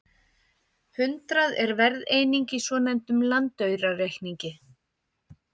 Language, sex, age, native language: Icelandic, female, 50-59, Icelandic